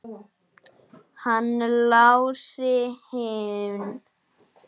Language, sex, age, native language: Icelandic, male, 9, Icelandic